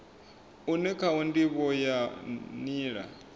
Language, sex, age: Venda, male, 24